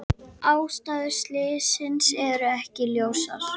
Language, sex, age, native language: Icelandic, female, 50-59, Icelandic